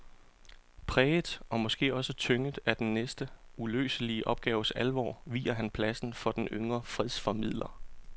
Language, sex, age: Danish, male, 34